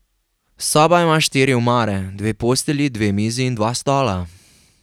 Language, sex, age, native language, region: Slovenian, male, 18-29, Slovenian, Carinthia region